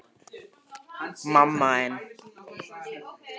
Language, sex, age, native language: Icelandic, male, 13, Icelandic